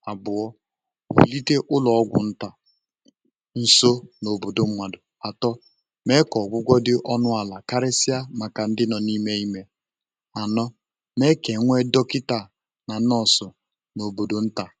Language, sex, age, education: Igbo, male, 15-29, tertiary